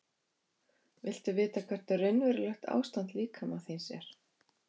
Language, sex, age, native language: Icelandic, female, 50-59, Icelandic